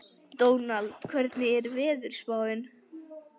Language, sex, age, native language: Icelandic, male, 11, Icelandic